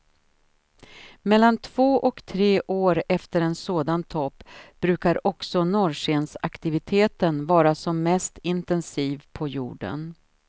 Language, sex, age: Swedish, female, 53